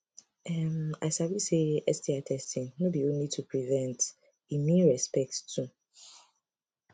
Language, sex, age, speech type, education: Nigerian Pidgin, female, 15-29, spontaneous, tertiary